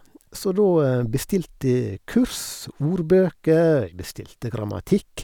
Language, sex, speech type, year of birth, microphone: Norwegian, male, spontaneous, 1970, Sennheiser